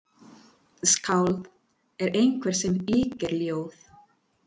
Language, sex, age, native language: Icelandic, female, 40-49, Spanish